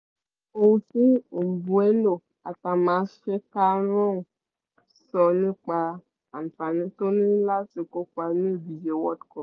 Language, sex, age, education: Yoruba, female, 15-29, secondary